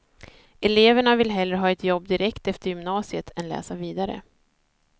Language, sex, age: Swedish, female, 30